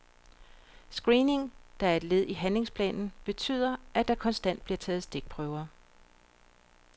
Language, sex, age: Danish, female, 42